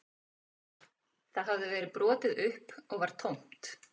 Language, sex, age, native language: Icelandic, female, 40-49, Icelandic